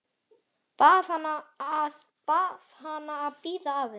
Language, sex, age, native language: Icelandic, male, 9, Icelandic